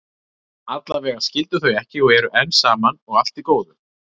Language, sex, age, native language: Icelandic, male, 30-39, Icelandic